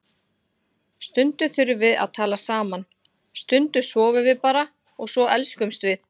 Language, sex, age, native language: Icelandic, female, 40-49, Icelandic